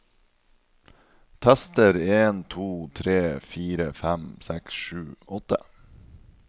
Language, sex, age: Norwegian, male, 37